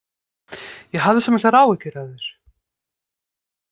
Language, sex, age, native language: Icelandic, female, 50-59, Icelandic